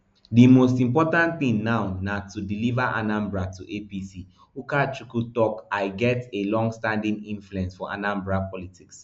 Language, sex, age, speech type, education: Nigerian Pidgin, male, 15-29, spontaneous, tertiary